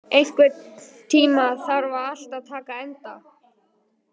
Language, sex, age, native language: Icelandic, male, 18-19, Icelandic